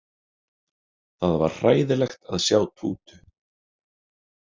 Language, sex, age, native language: Icelandic, male, 30-39, Icelandic